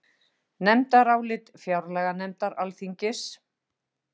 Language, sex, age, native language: Icelandic, female, 50-59, Icelandic